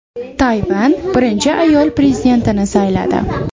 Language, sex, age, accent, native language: Uzbek, female, 18-24, Toshkent shahri, Uzbek